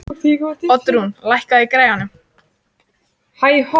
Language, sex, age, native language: Icelandic, female, 14, Icelandic